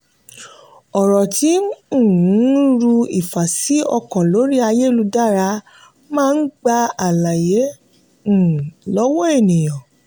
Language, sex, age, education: Yoruba, female, 30-45, tertiary